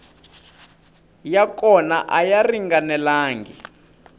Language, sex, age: Tsonga, male, 25